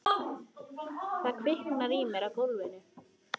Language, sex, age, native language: Icelandic, female, 14, Icelandic